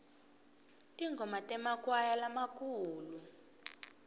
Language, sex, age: Swati, female, 19